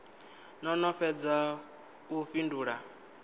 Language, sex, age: Venda, male, 19